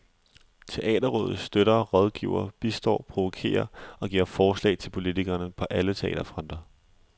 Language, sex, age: Danish, male, 20